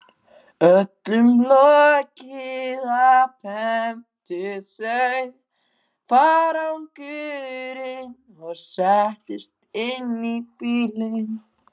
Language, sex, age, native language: Icelandic, male, 14, Icelandic